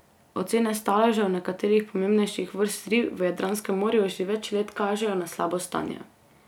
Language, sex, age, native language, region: Slovenian, female, 18-29, Slovenian, Carinthia region